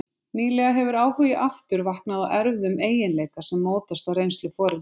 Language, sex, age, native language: Icelandic, female, 50-59, Icelandic